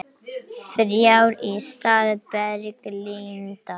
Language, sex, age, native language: Icelandic, other, 18-19, Icelandic